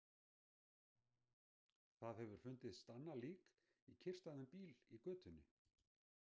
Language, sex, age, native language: Icelandic, male, 60-69, Icelandic